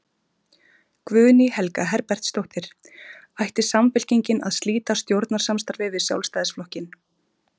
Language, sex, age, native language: Icelandic, female, 30-39, Icelandic